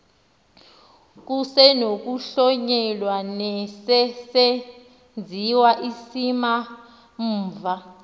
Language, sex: Xhosa, female